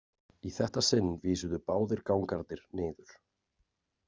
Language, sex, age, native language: Icelandic, male, 40-49, Icelandic